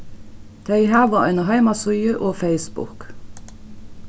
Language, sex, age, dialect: Faroese, female, 36-60, Norðuroyggjar